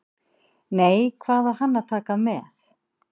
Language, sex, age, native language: Icelandic, female, 50-59, Icelandic